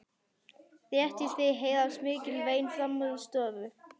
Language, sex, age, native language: Icelandic, female, 11, Icelandic